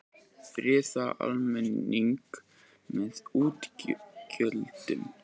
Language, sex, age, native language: Icelandic, male, 18-19, Icelandic